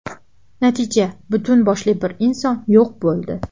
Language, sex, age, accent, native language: Uzbek, female, 12-17, Farg'ona, Uzbek